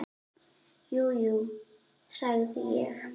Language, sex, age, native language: Icelandic, female, 9, Icelandic